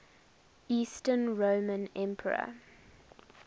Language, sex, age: English, female, 19